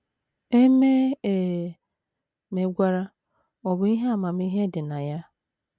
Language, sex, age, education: Igbo, female, 30-45, tertiary